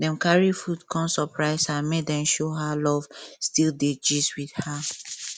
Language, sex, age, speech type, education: Nigerian Pidgin, female, 15-29, spontaneous, tertiary